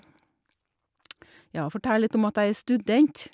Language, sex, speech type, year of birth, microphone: Norwegian, female, spontaneous, 1962, Shure